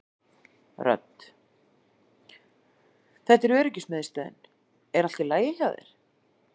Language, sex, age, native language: Icelandic, female, 40-49, Icelandic